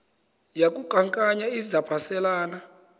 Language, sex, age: Xhosa, male, 22